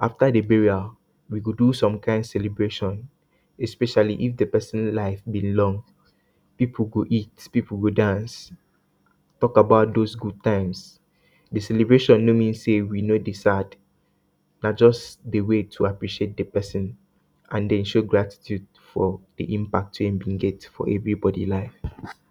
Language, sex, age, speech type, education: Nigerian Pidgin, male, 30-45, spontaneous, tertiary